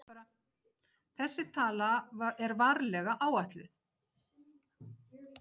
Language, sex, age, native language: Icelandic, female, 50-59, Icelandic